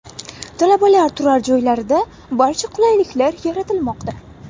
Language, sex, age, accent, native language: Uzbek, female, 18-24, Buxoro, Uzbek